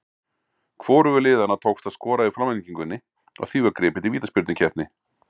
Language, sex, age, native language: Icelandic, male, 40-49, Icelandic